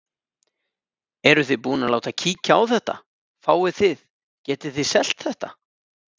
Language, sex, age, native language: Icelandic, male, 30-39, Icelandic